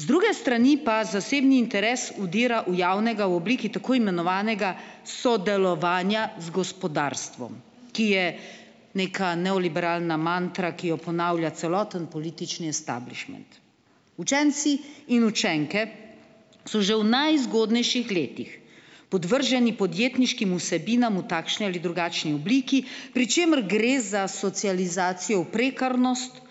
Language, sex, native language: Slovenian, female, Slovenian